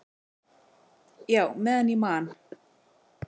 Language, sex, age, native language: Icelandic, female, 40-49, Icelandic